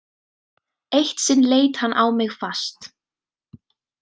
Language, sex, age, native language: Icelandic, female, 18-19, Icelandic